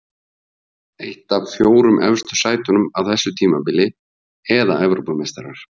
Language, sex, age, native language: Icelandic, male, 50-59, Icelandic